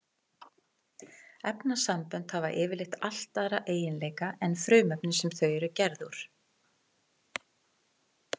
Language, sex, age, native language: Icelandic, female, 40-49, Icelandic